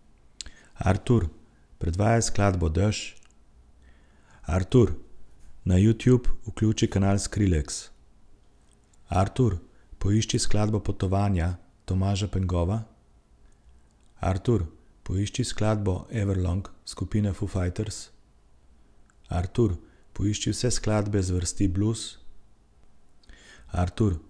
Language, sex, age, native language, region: Slovenian, male, 30-49, Slovenian, Central Slovenia